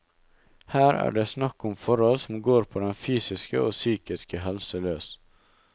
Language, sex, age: Norwegian, male, 19